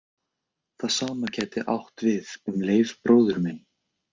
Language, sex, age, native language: Icelandic, male, 20-29, Icelandic